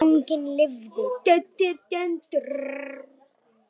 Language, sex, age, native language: Icelandic, female, 10, Icelandic